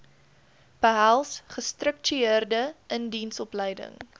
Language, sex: Afrikaans, female